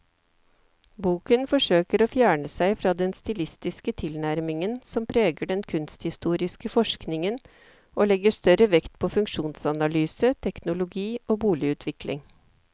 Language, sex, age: Norwegian, female, 54